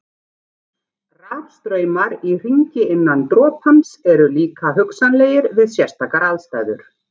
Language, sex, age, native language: Icelandic, female, 40-49, Icelandic